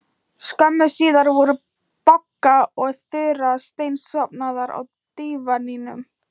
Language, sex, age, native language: Icelandic, female, 13, Thai